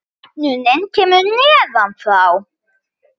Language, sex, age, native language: Icelandic, male, 9, Icelandic